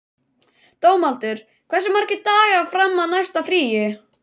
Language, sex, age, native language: Icelandic, male, 11, Icelandic